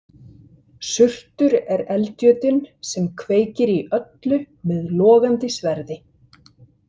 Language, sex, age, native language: Icelandic, male, 50-59, Icelandic